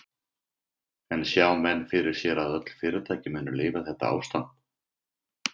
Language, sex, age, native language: Icelandic, male, 50-59, Icelandic